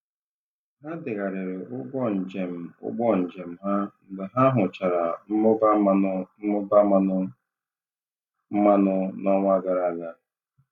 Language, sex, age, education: Igbo, male, 30-45, tertiary